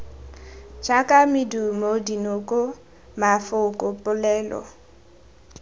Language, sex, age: Tswana, female, 18